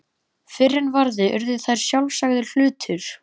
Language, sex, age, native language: Icelandic, male, 11, Icelandic